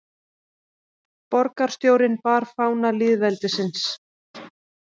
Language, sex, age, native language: Icelandic, female, 30-39, Icelandic